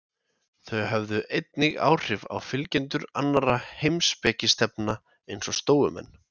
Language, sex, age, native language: Icelandic, male, 20-29, Icelandic